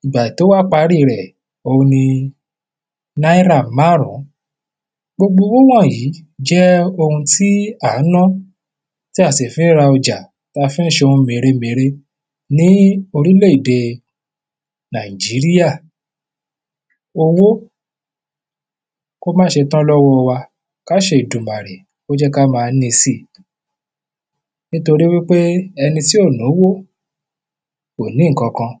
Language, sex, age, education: Yoruba, male, 15-29, tertiary